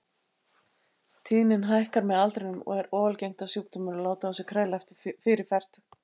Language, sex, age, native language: Icelandic, female, 80-89, Icelandic